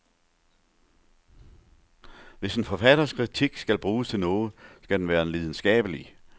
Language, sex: Danish, male